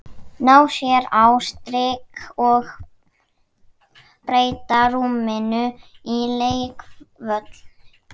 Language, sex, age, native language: Icelandic, male, 11, Icelandic